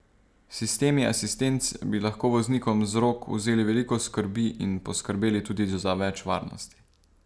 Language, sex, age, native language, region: Slovenian, male, 18-29, Slovenian, Savinja region